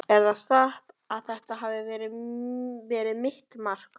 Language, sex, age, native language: Icelandic, male, 12, Icelandic